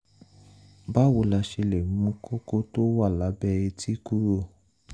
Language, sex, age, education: Yoruba, male, 15-29, tertiary